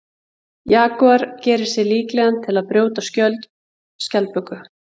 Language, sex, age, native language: Icelandic, female, 40-49, Icelandic